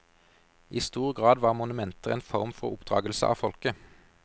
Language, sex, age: Norwegian, male, 32